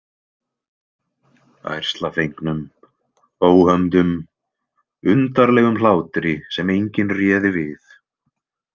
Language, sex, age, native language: Icelandic, male, 20-29, Icelandic